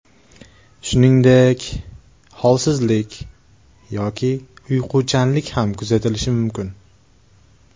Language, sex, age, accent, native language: Uzbek, male, 19-29, Farg'ona, Uzbek